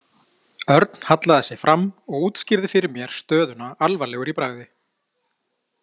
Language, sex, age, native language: Icelandic, male, 40-49, Icelandic